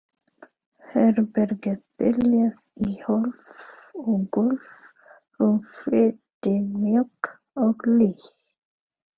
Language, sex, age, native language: Icelandic, female, 30-39, Filipino